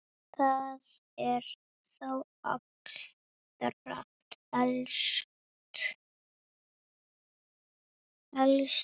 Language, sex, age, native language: Icelandic, female, 8, Icelandic